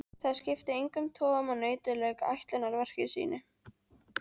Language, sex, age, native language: Icelandic, female, 13, Icelandic